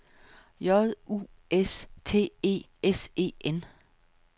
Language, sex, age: Danish, female, 55